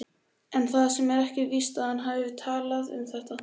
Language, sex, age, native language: Icelandic, male, 18-19, Icelandic